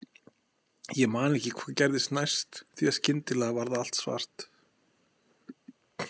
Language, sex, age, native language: Icelandic, male, 40-49, Icelandic